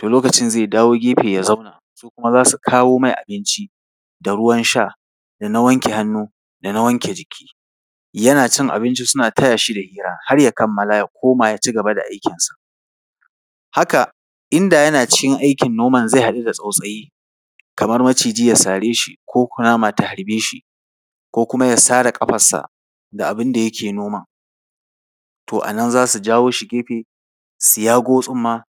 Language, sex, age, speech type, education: Hausa, male, 30-45, spontaneous, tertiary